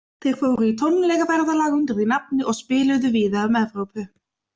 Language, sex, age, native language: Icelandic, other, 20-29, Icelandic